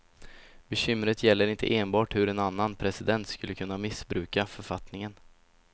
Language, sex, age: Swedish, male, 17